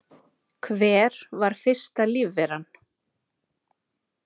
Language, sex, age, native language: Icelandic, female, 30-39, Icelandic